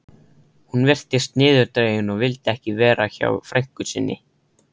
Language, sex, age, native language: Icelandic, male, 13, Icelandic